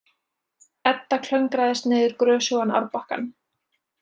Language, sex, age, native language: Icelandic, female, 20-29, Icelandic